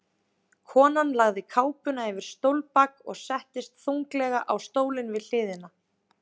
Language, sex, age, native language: Icelandic, female, 30-39, Icelandic